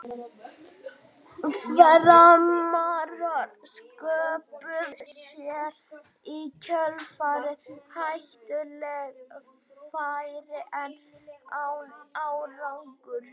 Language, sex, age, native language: Icelandic, male, 18-19, Icelandic